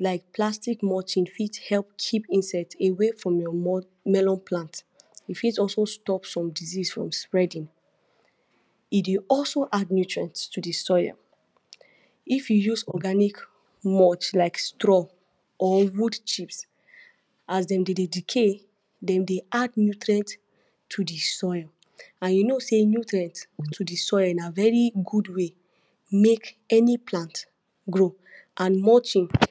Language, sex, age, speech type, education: Nigerian Pidgin, female, 46-60, spontaneous, tertiary